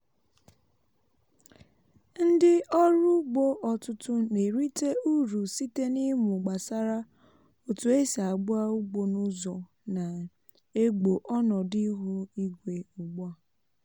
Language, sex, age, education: Igbo, female, 15-29, tertiary